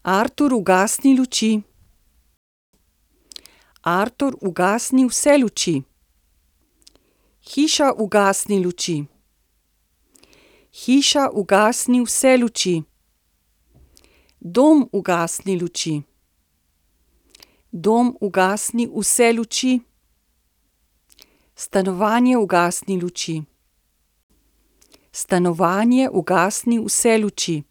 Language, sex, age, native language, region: Slovenian, female, 60+, Slovenian, Central Slovenia